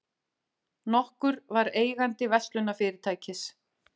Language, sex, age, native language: Icelandic, female, 40-49, Icelandic